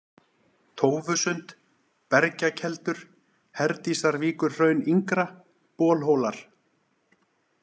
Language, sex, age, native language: Icelandic, male, 40-49, Icelandic